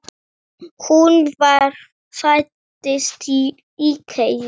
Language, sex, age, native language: Icelandic, female, 10, Icelandic